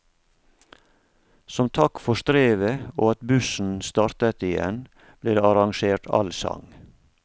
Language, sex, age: Norwegian, male, 47